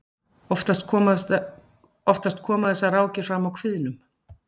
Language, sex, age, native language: Icelandic, female, 40-49, Icelandic